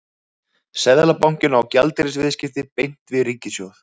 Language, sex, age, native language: Icelandic, male, 30-39, Icelandic